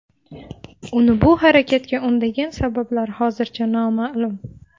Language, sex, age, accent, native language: Uzbek, female, 18-24, Navoiy, Tajik